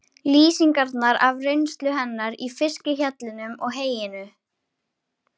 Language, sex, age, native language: Icelandic, female, 13, Icelandic